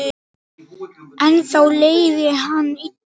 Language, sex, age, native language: Icelandic, male, 9, Icelandic